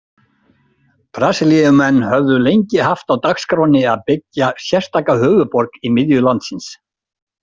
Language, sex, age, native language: Icelandic, male, 60-69, Icelandic